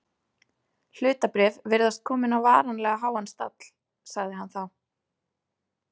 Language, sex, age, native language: Icelandic, female, 30-39, Icelandic